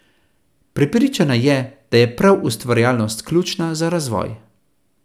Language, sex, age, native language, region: Slovenian, male, 30-49, Slovenian, Central Slovenia